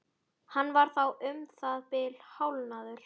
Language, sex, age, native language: Icelandic, female, 12, Icelandic